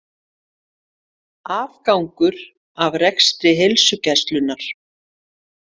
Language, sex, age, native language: Icelandic, female, 50-59, Icelandic